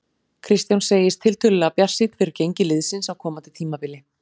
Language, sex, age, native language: Icelandic, female, 40-49, Icelandic